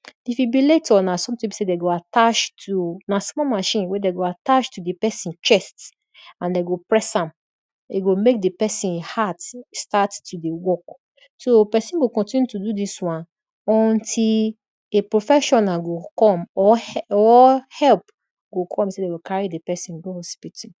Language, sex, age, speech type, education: Nigerian Pidgin, female, 30-45, spontaneous, tertiary